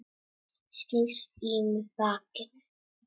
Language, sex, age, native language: Icelandic, female, 7, Czech